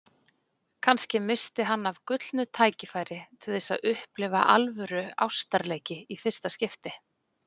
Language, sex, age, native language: Icelandic, female, 40-49, Icelandic